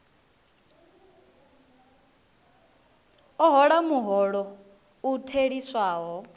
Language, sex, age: Venda, female, 19